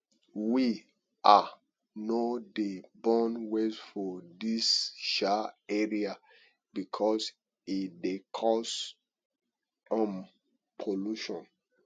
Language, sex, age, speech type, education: Nigerian Pidgin, male, 30-45, spontaneous, tertiary